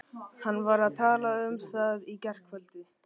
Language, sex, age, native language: Icelandic, male, 13, Icelandic